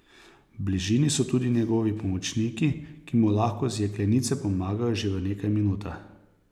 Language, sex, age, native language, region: Slovenian, male, 30-49, Slovenian, Posavska region